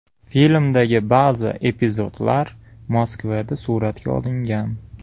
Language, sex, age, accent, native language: Uzbek, male, 25-34, Namangan, Uzbek